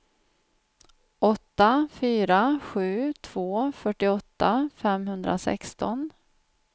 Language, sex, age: Swedish, female, 49